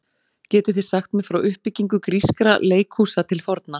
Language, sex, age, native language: Icelandic, female, 40-49, Icelandic